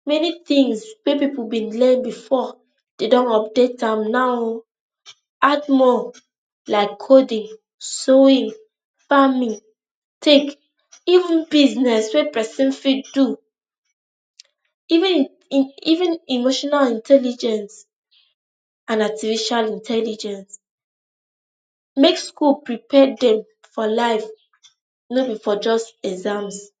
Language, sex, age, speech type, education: Nigerian Pidgin, female, 15-29, spontaneous, tertiary